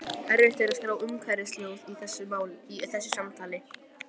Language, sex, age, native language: Icelandic, male, 12, Icelandic